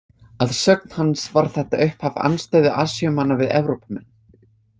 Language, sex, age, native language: Icelandic, other, 20-29, English